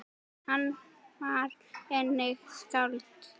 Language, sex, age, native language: Icelandic, female, 10, Icelandic